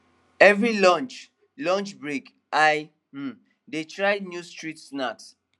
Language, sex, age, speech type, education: Nigerian Pidgin, male, 15-29, spontaneous, tertiary